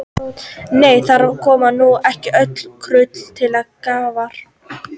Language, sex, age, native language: Icelandic, female, 18-19, Icelandic